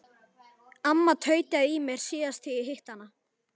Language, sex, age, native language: Icelandic, male, 11, Icelandic